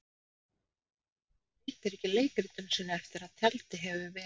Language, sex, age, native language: Icelandic, female, 30-39, Icelandic